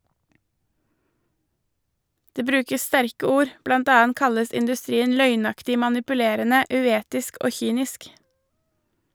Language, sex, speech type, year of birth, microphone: Norwegian, female, read, 1983, Shure